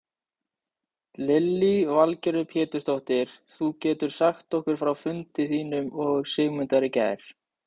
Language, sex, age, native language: Icelandic, male, 18-19, Icelandic